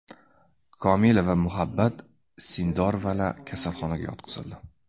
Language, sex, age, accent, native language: Uzbek, male, 18-24, Andijon, Uzbek